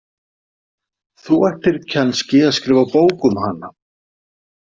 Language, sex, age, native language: Icelandic, male, 50-59, Icelandic